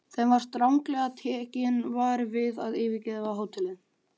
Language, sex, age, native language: Icelandic, male, 14, Icelandic